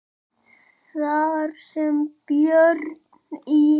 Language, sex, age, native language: Icelandic, male, 10, Icelandic